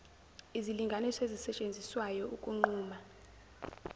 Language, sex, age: Zulu, female, 17